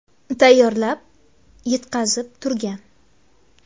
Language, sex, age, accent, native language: Uzbek, female, 19-29, Qashqadaryo, Uzbek